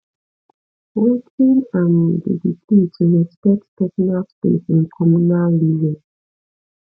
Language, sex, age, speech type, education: Nigerian Pidgin, female, 15-29, spontaneous, tertiary